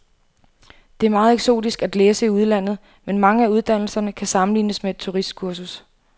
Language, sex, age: Danish, female, 28